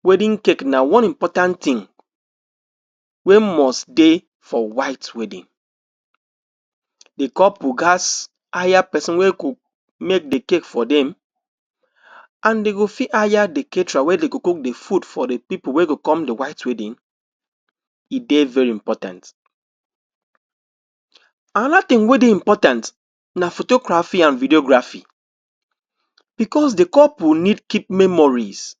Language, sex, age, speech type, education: Nigerian Pidgin, male, 60+, spontaneous, tertiary